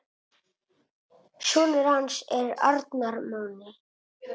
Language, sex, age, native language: Icelandic, male, 8, Italian